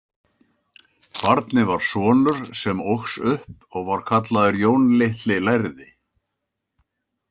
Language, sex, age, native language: Icelandic, male, 70-79, Icelandic